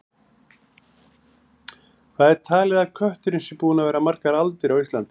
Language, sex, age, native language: Icelandic, male, 40-49, Icelandic